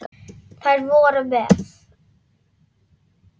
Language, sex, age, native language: Icelandic, female, 9, Icelandic